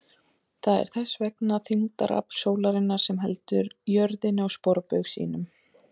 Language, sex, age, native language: Icelandic, female, 30-39, Icelandic